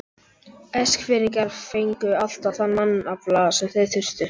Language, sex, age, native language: Icelandic, male, 11, Icelandic